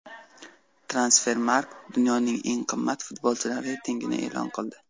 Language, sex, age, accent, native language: Uzbek, male, 18-24, Qashqadaryo, Uzbek